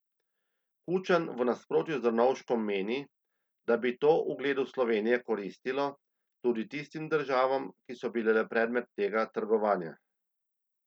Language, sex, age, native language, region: Slovenian, male, 30-49, Slovenian, Central Slovenia